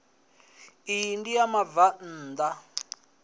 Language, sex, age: Venda, male, 20